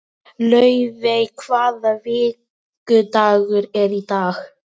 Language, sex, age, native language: Icelandic, female, 18-19, Icelandic